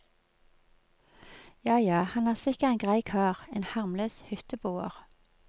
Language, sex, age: Norwegian, female, 46